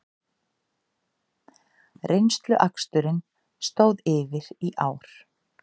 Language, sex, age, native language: Icelandic, female, 50-59, Icelandic